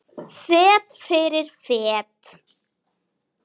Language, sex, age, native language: Icelandic, female, 9, Icelandic